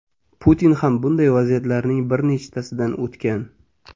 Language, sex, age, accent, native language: Uzbek, male, 25-34, Toshkent shahri, Uzbek